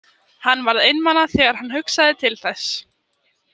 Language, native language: Icelandic, Icelandic